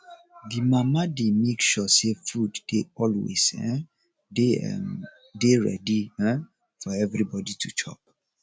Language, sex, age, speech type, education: Nigerian Pidgin, male, 30-45, spontaneous, tertiary